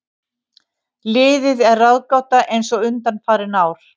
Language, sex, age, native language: Icelandic, female, 50-59, Icelandic